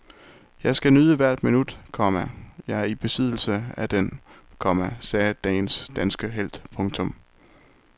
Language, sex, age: Danish, male, 23